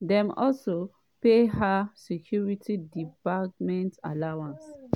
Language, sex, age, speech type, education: Nigerian Pidgin, female, 30-45, spontaneous, tertiary